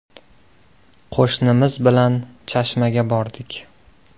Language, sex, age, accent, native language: Uzbek, male, 19-29, Andijon, Uzbek